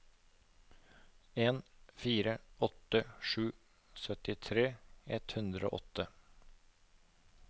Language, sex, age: Norwegian, male, 36